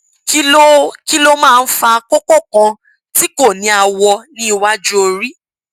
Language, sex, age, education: Yoruba, female, 15-29, tertiary